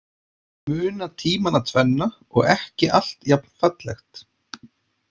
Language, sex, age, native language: Icelandic, male, 40-49, Icelandic